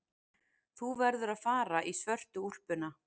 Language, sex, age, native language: Icelandic, female, 40-49, Icelandic